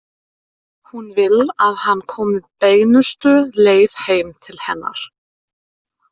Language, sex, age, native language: Icelandic, female, 30-39, German